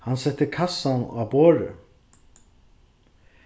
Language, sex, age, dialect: Faroese, male, 36-60, Suðurstreymoy